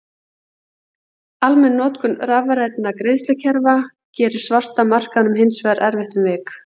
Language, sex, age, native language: Icelandic, female, 40-49, Icelandic